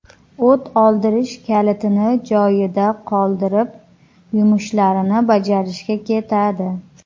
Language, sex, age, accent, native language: Uzbek, female, 30-39, Qoraqalpog'iston, Uzbek